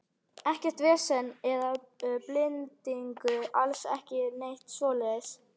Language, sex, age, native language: Icelandic, female, 12, Icelandic